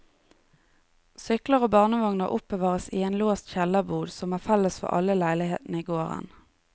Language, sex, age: Norwegian, female, 30